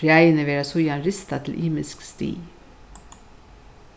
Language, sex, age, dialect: Faroese, female, 61+, Suðurstreymoy